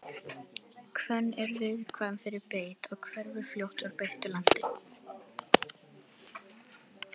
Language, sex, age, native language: Icelandic, female, 18-19, Icelandic